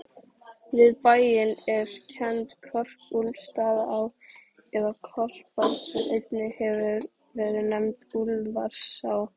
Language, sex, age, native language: Icelandic, female, 18-19, Icelandic